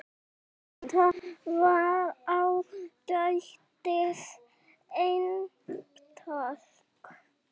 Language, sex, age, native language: Icelandic, male, 6, Icelandic